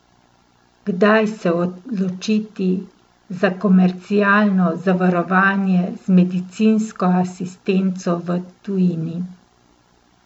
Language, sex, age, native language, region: Slovenian, female, 50-59, Slovenian, Central Slovenia